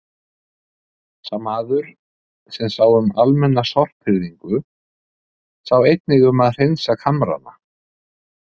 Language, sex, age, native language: Icelandic, male, 50-59, Icelandic